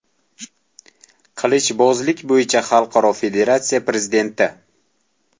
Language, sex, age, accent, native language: Uzbek, male, 18-24, Toshkent viloyati, Uzbek